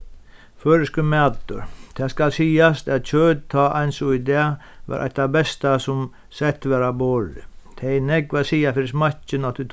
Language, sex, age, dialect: Faroese, male, 36-60, Sandoy